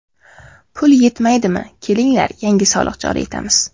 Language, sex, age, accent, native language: Uzbek, female, 18-24, Qashqadaryo, Uzbek